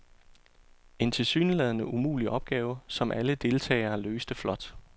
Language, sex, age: Danish, male, 34